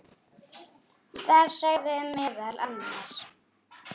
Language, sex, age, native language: Icelandic, female, 8, Icelandic